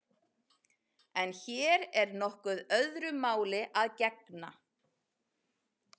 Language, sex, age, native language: Icelandic, female, 40-49, Icelandic